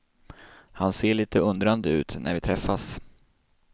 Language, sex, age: Swedish, male, 26